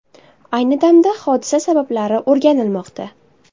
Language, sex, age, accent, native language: Uzbek, female, 19-29, Toshkent shahri, Uzbek